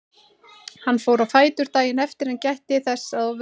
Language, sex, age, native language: Icelandic, female, 30-39, Icelandic